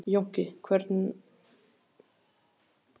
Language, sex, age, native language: Icelandic, male, 15, Icelandic